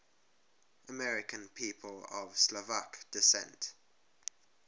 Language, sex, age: English, male, 23